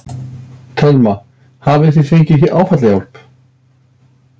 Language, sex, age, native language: Icelandic, male, 60-69, Icelandic